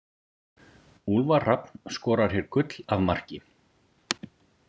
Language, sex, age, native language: Icelandic, male, 40-49, Icelandic